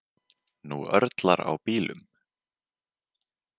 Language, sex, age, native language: Icelandic, male, 18-19, Icelandic